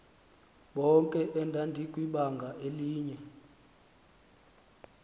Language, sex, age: Xhosa, male, 19